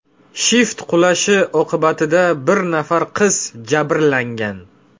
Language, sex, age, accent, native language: Uzbek, male, 18-24, Jizzax, Uzbek